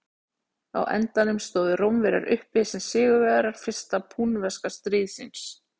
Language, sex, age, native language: Icelandic, female, 40-49, Icelandic